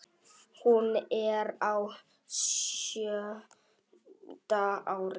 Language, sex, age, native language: Icelandic, male, 9, Icelandic